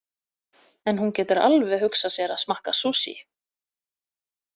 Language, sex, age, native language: Icelandic, female, 30-39, Icelandic